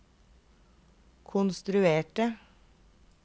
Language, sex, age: Norwegian, female, 32